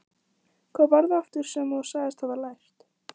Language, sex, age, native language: Icelandic, female, 14, Icelandic